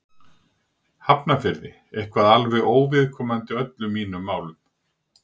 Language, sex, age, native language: Icelandic, male, 60-69, Icelandic